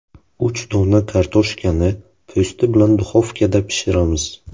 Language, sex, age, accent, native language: Uzbek, male, 18-24, Buxoro, Uzbek